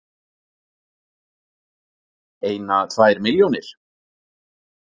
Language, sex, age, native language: Icelandic, male, 40-49, Icelandic